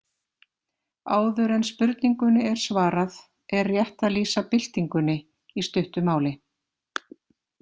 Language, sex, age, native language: Icelandic, female, 50-59, Icelandic